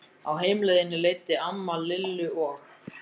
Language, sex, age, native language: Icelandic, other, 14, Icelandic